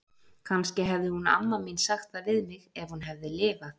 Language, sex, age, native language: Icelandic, female, 40-49, Icelandic